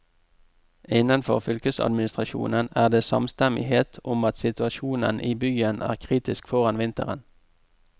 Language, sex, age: Norwegian, male, 44